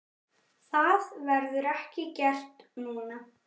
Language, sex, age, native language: Icelandic, male, 9, Icelandic